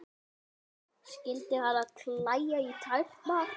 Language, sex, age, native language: Icelandic, male, 9, Icelandic